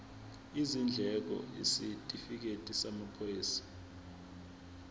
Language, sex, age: Zulu, male, 20